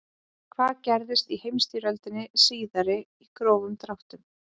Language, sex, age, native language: Icelandic, female, 20-29, Icelandic